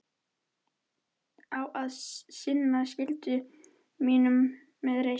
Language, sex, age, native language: Icelandic, female, 13, Icelandic